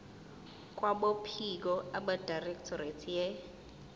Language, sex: Zulu, female